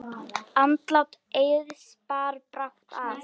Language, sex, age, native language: Icelandic, female, 10, Icelandic